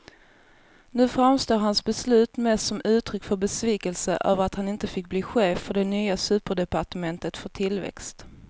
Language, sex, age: Swedish, female, 24